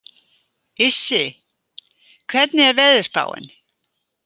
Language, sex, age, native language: Icelandic, female, 80-89, Icelandic